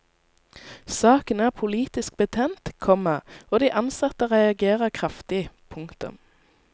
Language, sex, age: Norwegian, female, 19